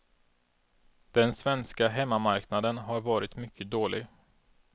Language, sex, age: Swedish, male, 32